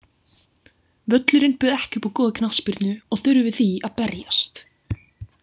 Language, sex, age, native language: Icelandic, female, 18-19, Icelandic